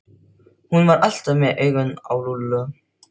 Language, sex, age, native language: Icelandic, male, 12, Filipino